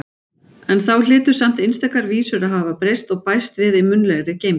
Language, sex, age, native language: Icelandic, female, 40-49, Icelandic